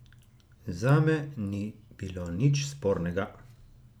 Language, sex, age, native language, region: Slovenian, male, 30-49, Slovenian, Gorica region